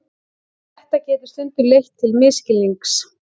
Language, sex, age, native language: Icelandic, female, 18-19, Icelandic